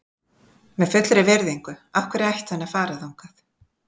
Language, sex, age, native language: Icelandic, female, 50-59, Icelandic